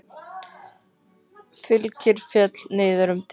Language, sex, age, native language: Icelandic, female, 10, Icelandic